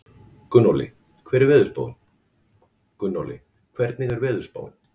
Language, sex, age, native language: Icelandic, male, 40-49, Icelandic